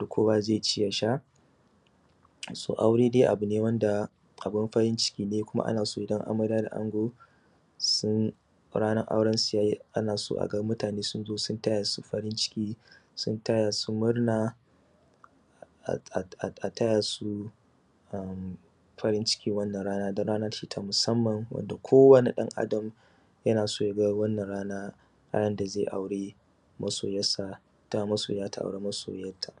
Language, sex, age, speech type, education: Hausa, male, 30-45, spontaneous, secondary